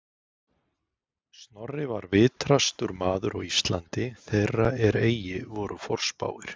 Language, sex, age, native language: Icelandic, male, 40-49, Icelandic